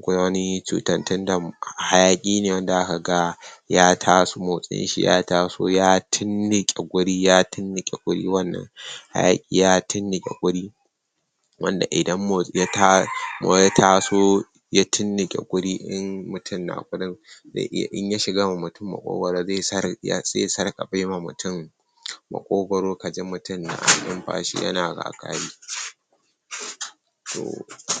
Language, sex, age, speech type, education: Hausa, male, 60+, spontaneous, tertiary